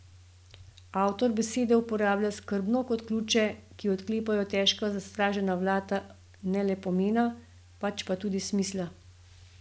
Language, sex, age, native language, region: Slovenian, female, 50-59, Slovenian, Gorenjska region